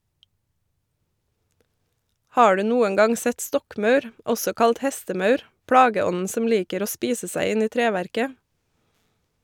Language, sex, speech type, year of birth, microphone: Norwegian, female, read, 1988, Shure